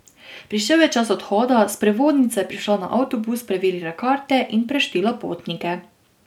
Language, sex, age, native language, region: Slovenian, female, 18-29, Slovenian, Drava region